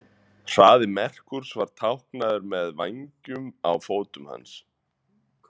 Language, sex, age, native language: Icelandic, male, 30-39, Icelandic